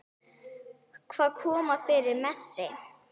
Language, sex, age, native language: Icelandic, female, 9, Icelandic